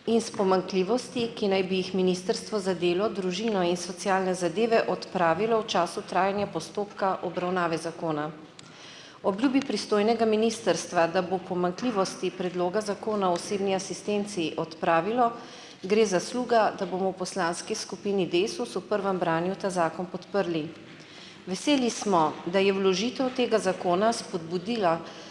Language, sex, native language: Slovenian, female, Slovenian